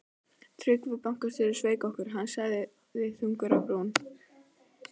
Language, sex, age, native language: Icelandic, female, 12, Icelandic